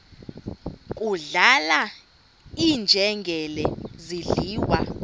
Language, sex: Xhosa, female